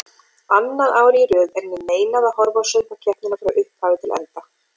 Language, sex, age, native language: Icelandic, female, 40-49, Icelandic